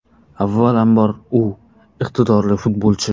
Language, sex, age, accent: Uzbek, male, 18-24, Qoraqalpog'iston